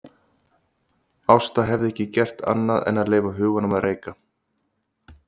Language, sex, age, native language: Icelandic, male, 30-39, Icelandic